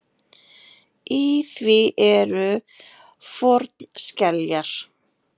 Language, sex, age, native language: Icelandic, female, 40-49, Icelandic